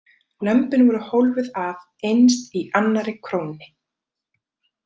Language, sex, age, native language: Icelandic, female, 30-39, Icelandic